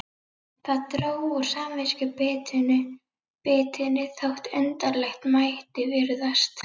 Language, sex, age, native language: Icelandic, female, 11, Icelandic